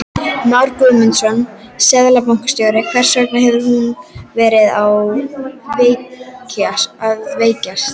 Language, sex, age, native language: Icelandic, female, 12, Icelandic